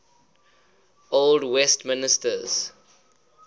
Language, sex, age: English, male, 21